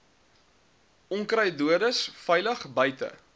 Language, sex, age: Afrikaans, male, 23